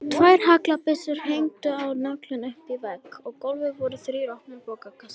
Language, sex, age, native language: Icelandic, male, 18-19, Icelandic